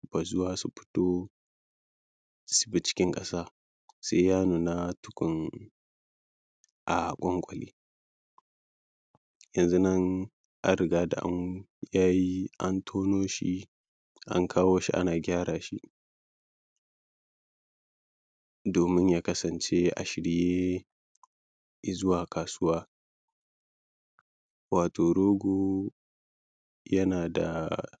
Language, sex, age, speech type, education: Hausa, male, 15-29, spontaneous, primary